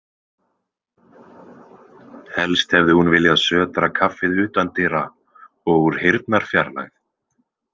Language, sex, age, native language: Icelandic, male, 20-29, Icelandic